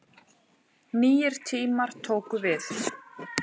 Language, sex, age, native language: Icelandic, female, 9, Icelandic